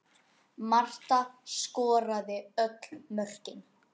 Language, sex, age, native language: Icelandic, other, 10, Icelandic